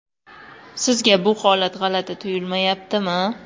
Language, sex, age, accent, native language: Uzbek, female, 18-24, Qoraqalpog'iston, Uzbek